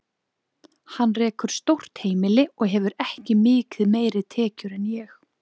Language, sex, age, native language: Icelandic, female, 20-29, Icelandic